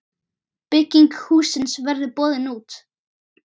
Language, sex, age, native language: Icelandic, male, 9, Icelandic